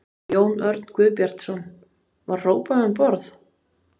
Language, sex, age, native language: Icelandic, female, 30-39, Icelandic